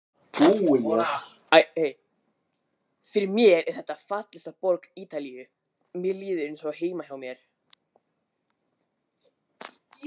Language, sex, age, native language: Icelandic, male, 20-29, Icelandic